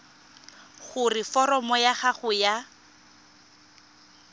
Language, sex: Tswana, female